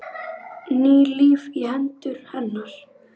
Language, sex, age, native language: Icelandic, male, 8, Icelandic